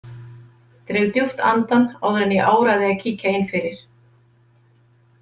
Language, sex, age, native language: Icelandic, female, 50-59, Icelandic